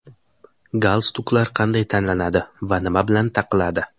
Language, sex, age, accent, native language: Uzbek, male, 18-24, Samarqand, Uzbek